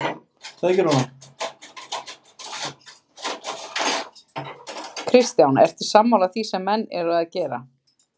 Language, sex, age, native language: Icelandic, female, 50-59, Icelandic